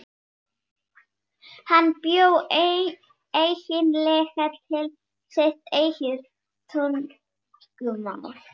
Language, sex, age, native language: Icelandic, female, 12, Icelandic